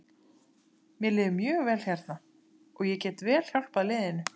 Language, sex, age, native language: Icelandic, female, 30-39, Icelandic